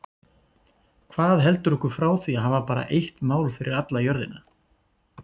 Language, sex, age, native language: Icelandic, male, 40-49, Icelandic